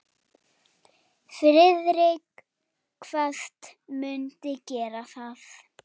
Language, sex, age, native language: Icelandic, female, 7, Icelandic